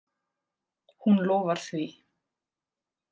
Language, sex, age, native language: Icelandic, female, 30-39, Icelandic